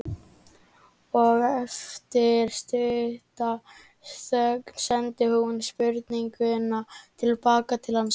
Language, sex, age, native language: Icelandic, male, 18-19, Icelandic